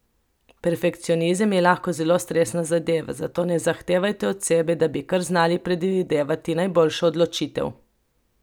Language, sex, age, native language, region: Slovenian, female, 30-49, Slovenian, Coastal Karst region